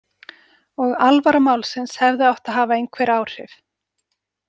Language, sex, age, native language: Icelandic, female, 40-49, Icelandic